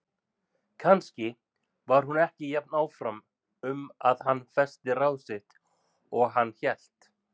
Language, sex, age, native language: Icelandic, male, 40-49, Icelandic